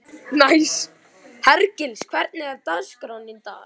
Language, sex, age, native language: Icelandic, male, 11, Icelandic